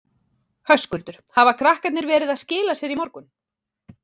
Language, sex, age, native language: Icelandic, female, 30-39, Icelandic